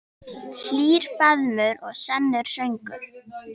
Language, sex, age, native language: Icelandic, female, 10, Icelandic